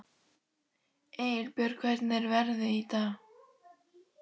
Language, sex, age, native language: Icelandic, female, 12, Icelandic